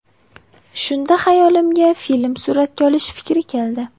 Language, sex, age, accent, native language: Uzbek, female, 18-24, Farg'ona, Uzbek